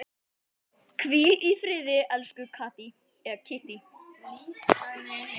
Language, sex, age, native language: Icelandic, male, 10, Icelandic